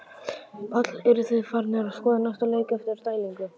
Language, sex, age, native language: Icelandic, male, 11, Icelandic